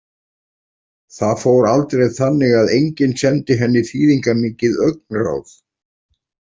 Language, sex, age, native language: Icelandic, male, 40-49, Icelandic